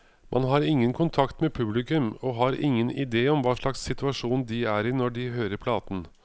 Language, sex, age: Norwegian, male, 55